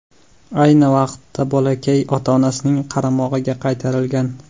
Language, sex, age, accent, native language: Uzbek, male, 19-29, Andijon, Uzbek